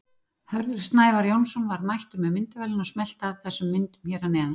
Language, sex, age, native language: Icelandic, female, 40-49, Icelandic